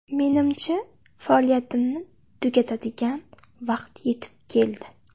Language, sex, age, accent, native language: Uzbek, female, 18-24, Namangan, Uzbek